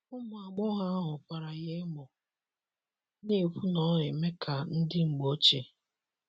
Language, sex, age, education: Igbo, male, 15-29, secondary